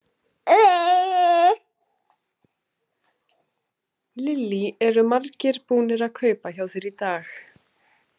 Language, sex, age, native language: Icelandic, female, 20-29, Icelandic